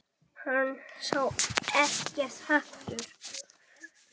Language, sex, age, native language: Icelandic, male, 7, Icelandic